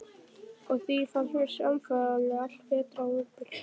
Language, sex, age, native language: Icelandic, male, 11, Icelandic